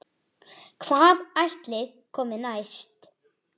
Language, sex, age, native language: Icelandic, female, 7, Icelandic